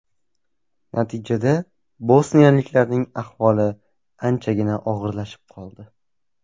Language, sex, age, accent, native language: Uzbek, male, 18-24, Toshkent viloyati, Uzbek